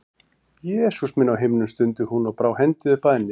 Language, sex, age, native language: Icelandic, male, 40-49, Icelandic